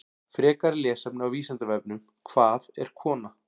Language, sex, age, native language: Icelandic, male, 40-49, Icelandic